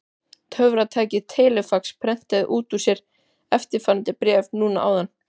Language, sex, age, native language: Icelandic, male, 12, Icelandic